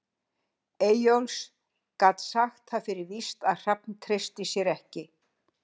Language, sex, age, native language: Icelandic, female, 60-69, Icelandic